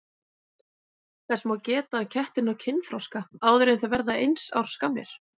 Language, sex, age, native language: Icelandic, female, 20-29, Icelandic